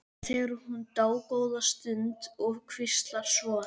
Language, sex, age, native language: Icelandic, male, 11, Icelandic